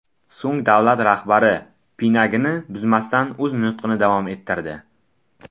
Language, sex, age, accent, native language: Uzbek, male, under 19, Buxoro, Tajik